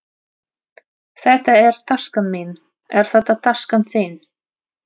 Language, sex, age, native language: Icelandic, female, 30-39, Russian